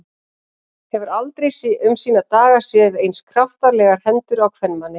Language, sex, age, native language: Icelandic, female, 40-49, Icelandic